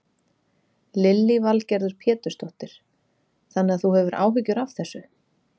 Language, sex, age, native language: Icelandic, female, 30-39, Icelandic